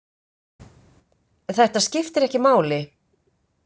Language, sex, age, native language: Icelandic, female, 50-59, Icelandic